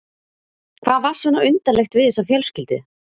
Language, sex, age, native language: Icelandic, female, 30-39, Icelandic